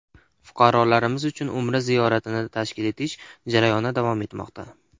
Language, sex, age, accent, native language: Uzbek, male, 19-29, Namangan, Uzbek